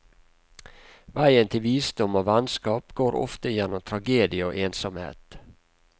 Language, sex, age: Norwegian, male, 48